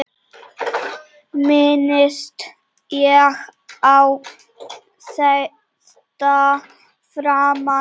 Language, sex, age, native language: Icelandic, male, 8, Czech